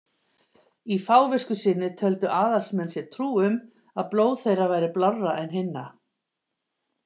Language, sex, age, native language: Icelandic, female, 50-59, Icelandic